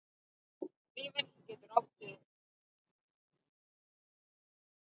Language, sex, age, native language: Icelandic, male, 9, Icelandic